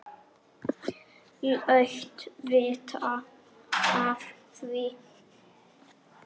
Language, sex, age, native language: Icelandic, female, 6, Icelandic